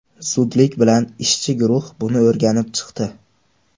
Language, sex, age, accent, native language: Uzbek, male, 18-24, Andijon, Uzbek